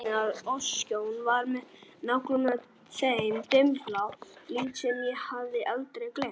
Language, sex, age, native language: Icelandic, male, 18-19, Icelandic